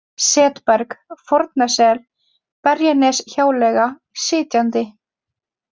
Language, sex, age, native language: Icelandic, female, 20-29, Icelandic